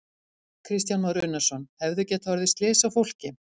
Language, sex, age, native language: Icelandic, female, 50-59, Icelandic